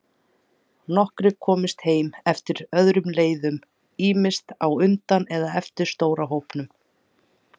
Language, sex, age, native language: Icelandic, female, 30-39, Icelandic